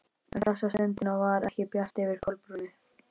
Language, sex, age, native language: Icelandic, male, 11, Icelandic